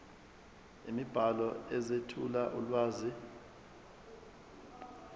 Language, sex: Zulu, male